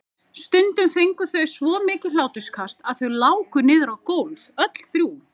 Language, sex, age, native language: Icelandic, female, 30-39, Icelandic